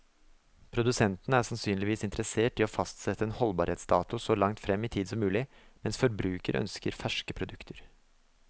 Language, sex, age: Norwegian, male, 24